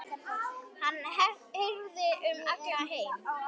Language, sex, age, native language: Icelandic, female, 10, Icelandic